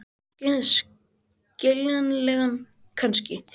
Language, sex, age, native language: Icelandic, male, 20-29, Icelandic